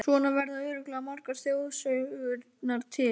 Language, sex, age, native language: Icelandic, male, 11, Icelandic